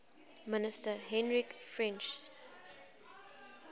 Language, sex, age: English, female, 20